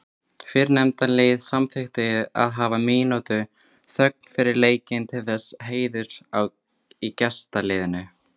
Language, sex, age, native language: Icelandic, female, 20-29, Icelandic